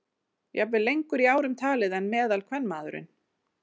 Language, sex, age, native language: Icelandic, female, 40-49, Icelandic